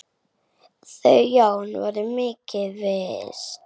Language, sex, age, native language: Icelandic, male, 8, Icelandic